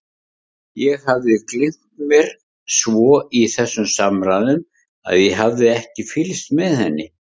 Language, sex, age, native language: Icelandic, male, 50-59, Icelandic